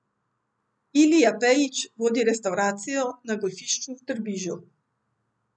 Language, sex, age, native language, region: Slovenian, female, 50-59, Slovenian, Central Slovenia